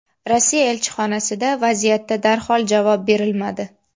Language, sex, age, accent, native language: Uzbek, female, 18-24, Namangan, Uzbek